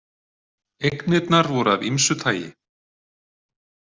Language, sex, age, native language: Icelandic, male, 40-49, Icelandic